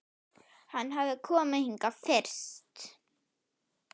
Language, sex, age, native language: Icelandic, female, 9, Icelandic